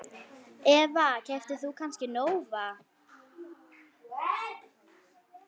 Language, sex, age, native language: Icelandic, female, 9, Icelandic